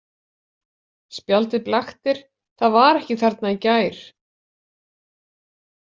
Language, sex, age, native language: Icelandic, female, 40-49, Icelandic